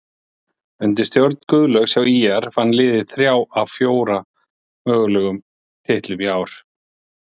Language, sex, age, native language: Icelandic, male, 40-49, Icelandic